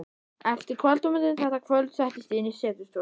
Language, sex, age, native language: Icelandic, male, 11, Icelandic